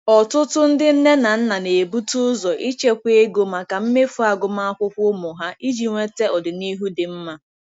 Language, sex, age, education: Igbo, female, 15-29, tertiary